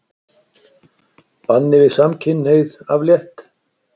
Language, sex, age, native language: Icelandic, male, 60-69, Icelandic